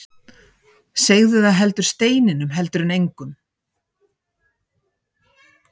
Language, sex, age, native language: Icelandic, female, 50-59, Icelandic